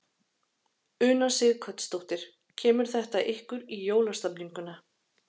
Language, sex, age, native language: Icelandic, female, 30-39, Icelandic